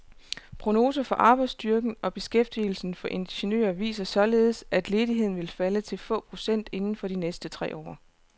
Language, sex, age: Danish, female, 29